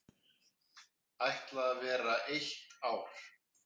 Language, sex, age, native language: Icelandic, male, 50-59, Icelandic